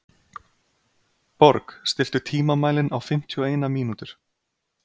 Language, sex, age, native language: Icelandic, male, 30-39, Icelandic